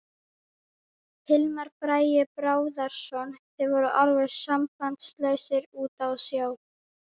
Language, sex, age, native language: Icelandic, female, 12, Icelandic